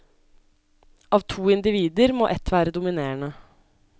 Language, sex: Norwegian, female